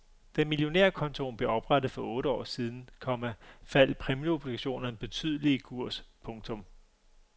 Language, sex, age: Danish, male, 35